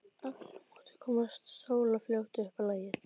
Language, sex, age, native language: Icelandic, female, 12, Icelandic